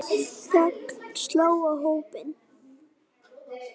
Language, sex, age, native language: Icelandic, female, 9, Icelandic